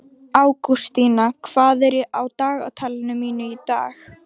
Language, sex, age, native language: Icelandic, female, 12, Icelandic